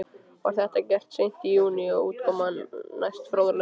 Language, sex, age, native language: Icelandic, male, 13, Icelandic